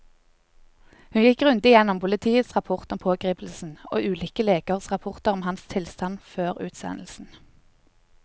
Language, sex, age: Norwegian, female, 20